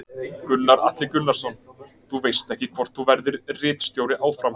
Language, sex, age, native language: Icelandic, male, 20-29, Icelandic